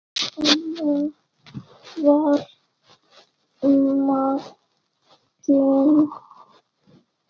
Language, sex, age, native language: Icelandic, female, 8, Icelandic